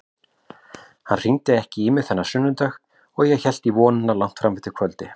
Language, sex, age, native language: Icelandic, male, 40-49, Icelandic